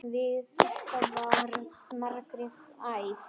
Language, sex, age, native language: Icelandic, male, 10, Icelandic